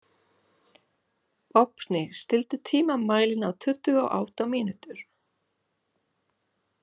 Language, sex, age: Icelandic, female, 40-49